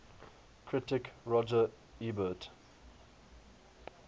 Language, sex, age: English, male, 21